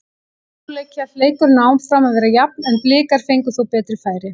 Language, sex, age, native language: Icelandic, female, 18-19, Icelandic